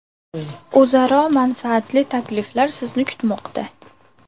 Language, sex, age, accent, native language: Uzbek, female, 18-24, Farg'ona, Uzbek